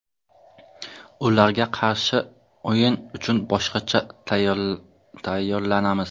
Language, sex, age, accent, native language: Uzbek, male, 25-34, Qashqadaryo, Uzbek